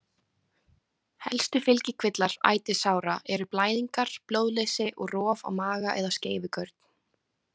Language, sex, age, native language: Icelandic, female, 20-29, Icelandic